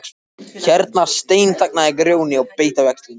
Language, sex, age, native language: Icelandic, male, 14, Icelandic